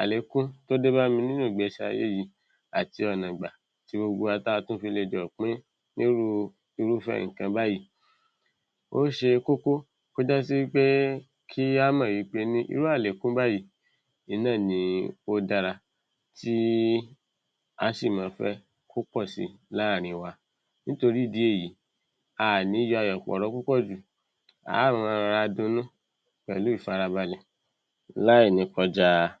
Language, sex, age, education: Yoruba, male, 60+, secondary